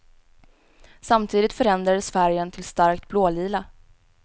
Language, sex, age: Swedish, female, 18